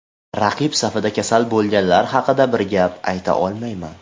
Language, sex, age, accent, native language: Uzbek, male, 18-24, Farg'ona, Uzbek